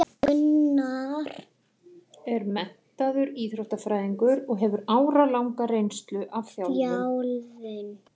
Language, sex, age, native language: Icelandic, female, 40-49, Icelandic